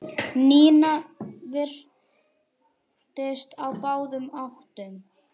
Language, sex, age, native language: Icelandic, male, 6, Icelandic